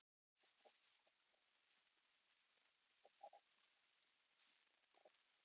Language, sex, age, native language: Icelandic, male, 20-29, Icelandic